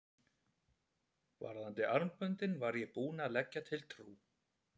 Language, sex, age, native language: Icelandic, male, 30-39, Icelandic